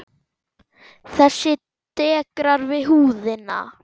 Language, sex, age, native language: Icelandic, male, 10, Icelandic